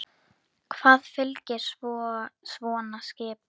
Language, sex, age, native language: Icelandic, female, 10, Icelandic